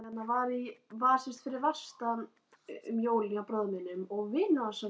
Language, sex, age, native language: Icelandic, other, 50-59, Icelandic